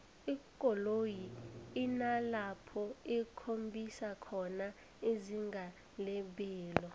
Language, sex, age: South Ndebele, female, 20